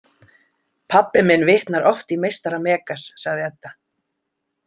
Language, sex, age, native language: Icelandic, female, 50-59, Icelandic